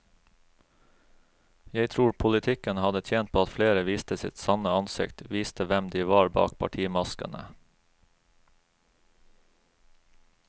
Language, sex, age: Norwegian, male, 36